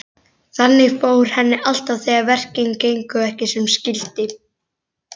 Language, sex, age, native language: Icelandic, male, 11, Icelandic